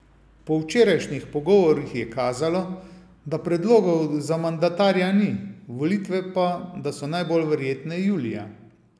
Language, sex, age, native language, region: Slovenian, male, 50-59, Slovenian, Savinja region